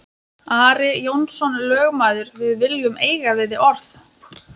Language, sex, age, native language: Icelandic, female, 20-29, Lithuanian